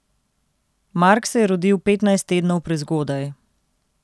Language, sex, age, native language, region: Slovenian, female, 30-49, Slovenian, Central Slovenia